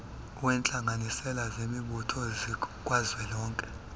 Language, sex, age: Xhosa, male, 26